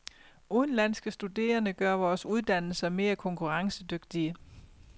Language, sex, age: Danish, female, 50